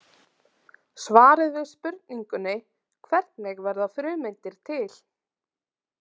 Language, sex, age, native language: Icelandic, female, 30-39, Icelandic